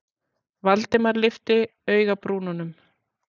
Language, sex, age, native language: Icelandic, female, 40-49, Icelandic